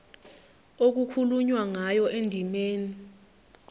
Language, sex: Zulu, female